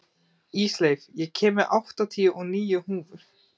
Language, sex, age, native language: Icelandic, male, 18-19, Icelandic